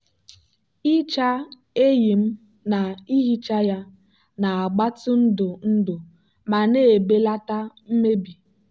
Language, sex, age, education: Igbo, female, 15-29, tertiary